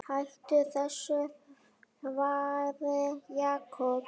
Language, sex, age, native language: Icelandic, male, 9, Icelandic